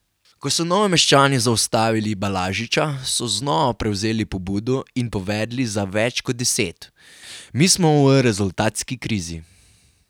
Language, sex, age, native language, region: Slovenian, male, 18-29, Slovenian, Carinthia region